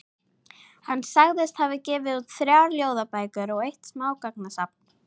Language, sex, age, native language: Icelandic, female, 13, Icelandic